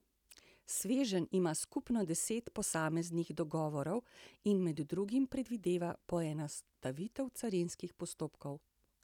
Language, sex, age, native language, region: Slovenian, female, 60+, Slovenian, Central Slovenia